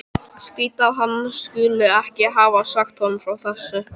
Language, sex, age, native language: Icelandic, male, 12, Icelandic